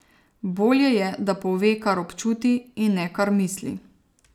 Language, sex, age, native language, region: Slovenian, female, 30-49, Slovenian, Savinja region